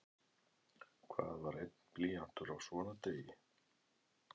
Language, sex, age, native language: Icelandic, male, 11, Icelandic